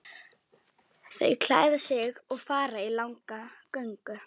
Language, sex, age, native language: Icelandic, female, 11, Icelandic